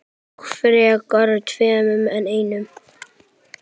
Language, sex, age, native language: Icelandic, male, 10, Icelandic